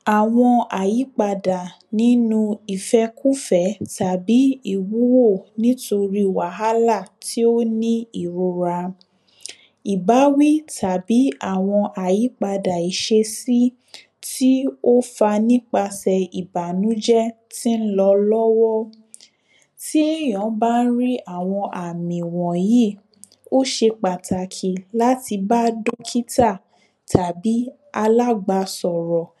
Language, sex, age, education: Yoruba, female, 15-29, tertiary